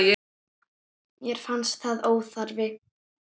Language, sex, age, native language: Icelandic, female, 9, Icelandic